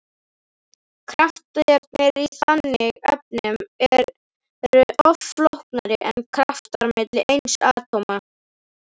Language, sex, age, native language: Icelandic, male, 18-19, Icelandic